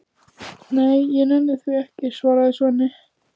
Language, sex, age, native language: Icelandic, female, 15, Icelandic